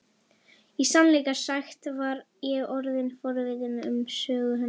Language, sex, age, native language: Icelandic, female, 11, Icelandic